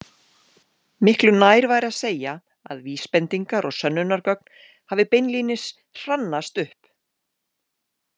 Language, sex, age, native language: Icelandic, female, 40-49, Icelandic